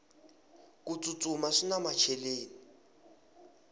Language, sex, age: Tsonga, male, 20